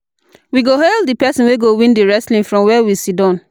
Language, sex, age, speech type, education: Nigerian Pidgin, female, 15-29, spontaneous, tertiary